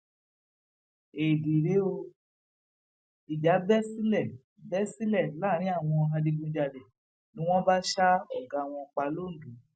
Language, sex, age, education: Yoruba, female, 46-60, tertiary